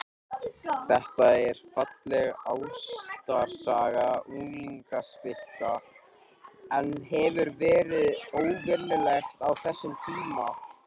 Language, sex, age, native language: Icelandic, male, 18-19, Icelandic